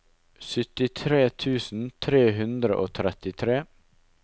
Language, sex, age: Norwegian, male, 19